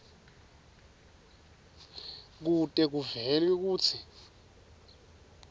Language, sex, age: Swati, male, 23